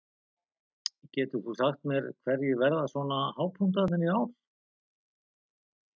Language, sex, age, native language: Icelandic, male, 50-59, Icelandic